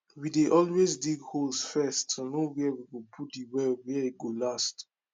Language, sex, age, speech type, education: Nigerian Pidgin, male, 15-29, spontaneous, tertiary